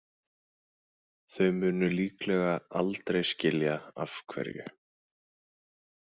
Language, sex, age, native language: Icelandic, male, 20-29, Icelandic